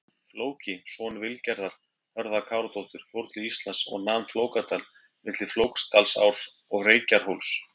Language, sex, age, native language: Icelandic, male, 50-59, Icelandic